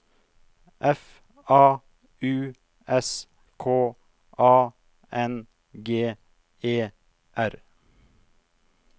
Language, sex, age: Norwegian, male, 42